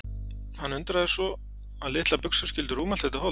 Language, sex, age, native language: Icelandic, male, 40-49, Icelandic